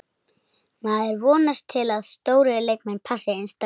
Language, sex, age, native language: Icelandic, female, 30-39, Icelandic